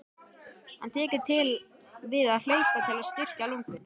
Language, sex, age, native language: Icelandic, male, 12, Icelandic